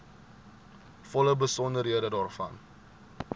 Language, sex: Afrikaans, male